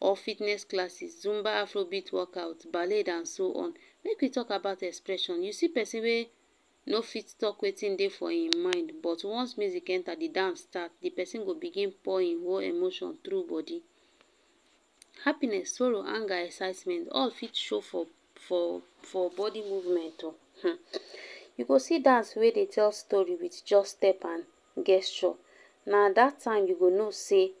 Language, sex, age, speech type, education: Nigerian Pidgin, female, 15-29, spontaneous, tertiary